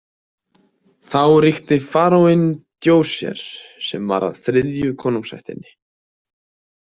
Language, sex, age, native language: Icelandic, male, 20-29, Icelandic